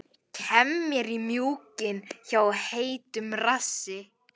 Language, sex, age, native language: Icelandic, male, 11, Icelandic